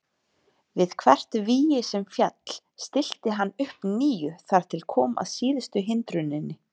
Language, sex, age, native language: Icelandic, female, 30-39, Icelandic